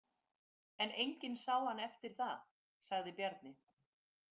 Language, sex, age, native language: Icelandic, female, 50-59, Icelandic